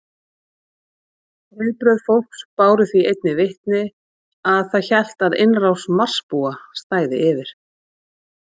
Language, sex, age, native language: Icelandic, female, 40-49, Icelandic